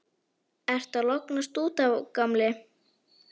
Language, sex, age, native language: Icelandic, female, 11, Icelandic